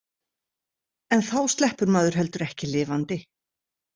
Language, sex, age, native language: Icelandic, female, 60-69, Icelandic